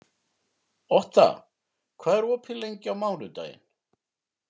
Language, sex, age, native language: Icelandic, male, 50-59, Icelandic